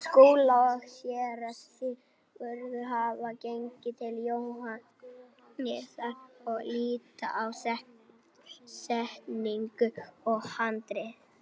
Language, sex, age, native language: Icelandic, male, 18-19, Icelandic